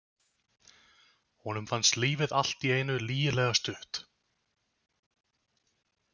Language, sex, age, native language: Icelandic, male, 20-29, Icelandic